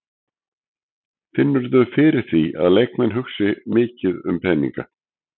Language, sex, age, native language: Icelandic, male, 60-69, Icelandic